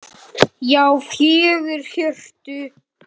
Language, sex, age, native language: Icelandic, male, 8, Icelandic